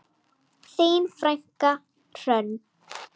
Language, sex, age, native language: Icelandic, female, 7, Icelandic